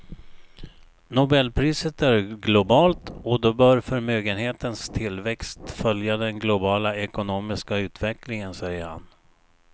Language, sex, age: Swedish, male, 59